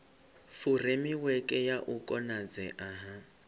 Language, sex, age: Venda, male, 25